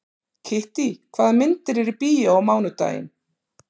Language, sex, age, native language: Icelandic, female, 40-49, Icelandic